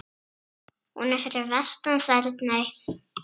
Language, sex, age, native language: Icelandic, female, 7, Icelandic